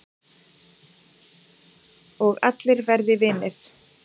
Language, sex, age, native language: Icelandic, female, 40-49, Icelandic